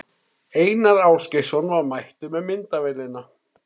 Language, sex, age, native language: Icelandic, male, 30-39, Icelandic